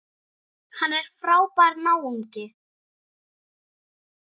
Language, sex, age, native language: Icelandic, female, 7, Icelandic